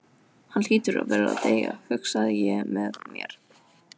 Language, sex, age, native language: Icelandic, female, 12, Icelandic